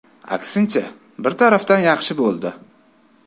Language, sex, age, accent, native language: Uzbek, male, 25-34, Toshkent viloyati, Uzbek